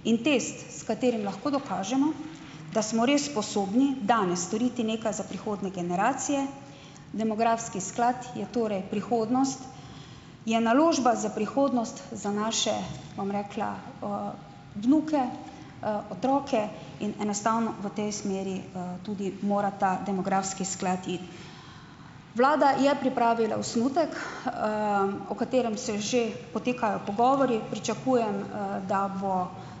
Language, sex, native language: Slovenian, female, Slovenian